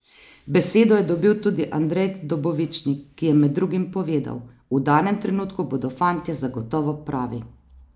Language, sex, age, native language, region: Slovenian, female, 30-49, Slovenian, Savinja region